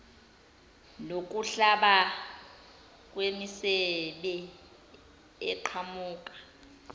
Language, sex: Zulu, female